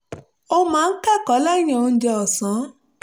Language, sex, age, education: Yoruba, female, 30-45, tertiary